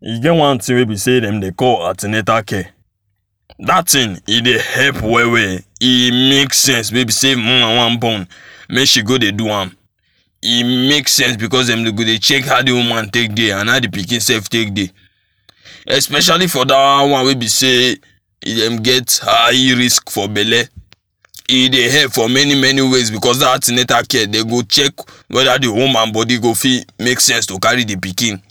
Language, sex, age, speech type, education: Nigerian Pidgin, male, 15-29, spontaneous, tertiary